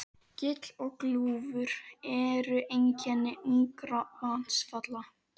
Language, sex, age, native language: Icelandic, other, 12, Icelandic